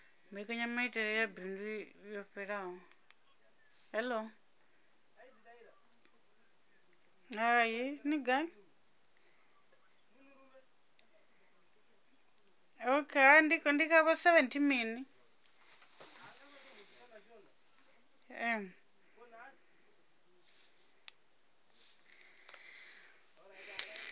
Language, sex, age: Venda, female, 26